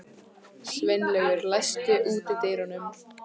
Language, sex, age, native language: Icelandic, female, 15, Icelandic